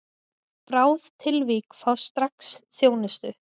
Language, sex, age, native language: Icelandic, female, 20-29, Icelandic